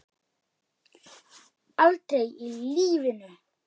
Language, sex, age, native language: Icelandic, female, 8, Icelandic